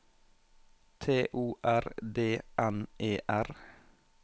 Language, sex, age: Norwegian, male, 21